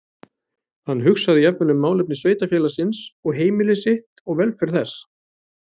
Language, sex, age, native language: Icelandic, male, 30-39, Icelandic